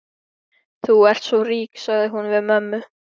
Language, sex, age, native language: Icelandic, male, 13, Icelandic